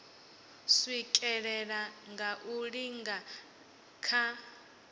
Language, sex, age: Venda, female, 18